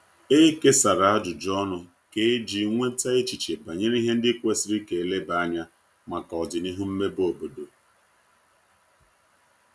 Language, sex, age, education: Igbo, male, 30-45, tertiary